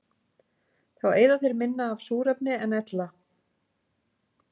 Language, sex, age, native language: Icelandic, female, 50-59, Icelandic